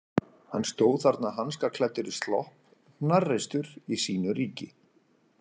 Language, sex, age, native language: Icelandic, male, 40-49, Icelandic